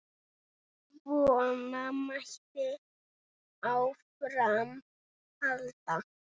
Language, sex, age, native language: Icelandic, male, 6, Icelandic